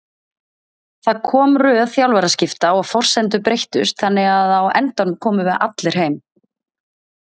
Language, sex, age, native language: Icelandic, female, 30-39, Icelandic